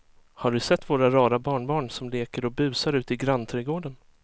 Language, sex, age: Swedish, male, 23